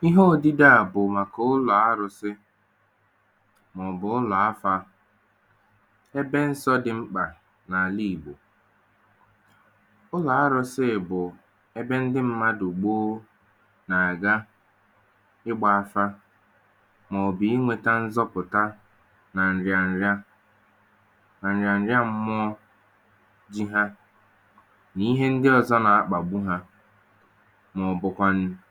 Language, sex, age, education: Igbo, male, 15-29, tertiary